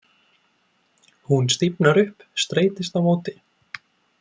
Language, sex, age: Icelandic, male, 20-29